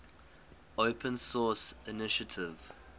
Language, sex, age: English, male, 20